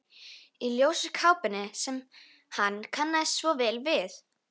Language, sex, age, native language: Icelandic, female, 13, Icelandic